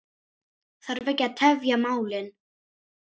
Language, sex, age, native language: Icelandic, female, 9, Icelandic